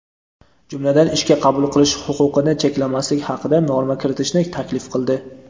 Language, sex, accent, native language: Uzbek, male, Toshkent viloyati, Uzbek